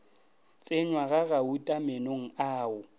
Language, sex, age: Northern Sotho, male, 22